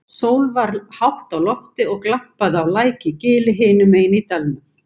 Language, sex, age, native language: Icelandic, female, 50-59, Icelandic